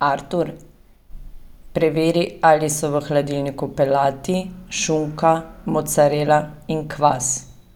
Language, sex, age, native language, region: Slovenian, female, 30-49, Slovenian, Savinja region